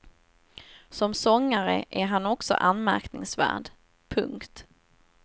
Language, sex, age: Swedish, female, 27